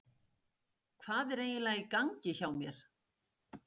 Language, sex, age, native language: Icelandic, female, 60-69, Icelandic